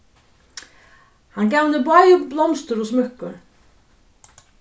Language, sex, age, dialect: Faroese, female, 36-60, Suðuroy